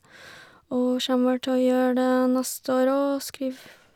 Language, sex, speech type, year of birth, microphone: Norwegian, female, spontaneous, 1990, Shure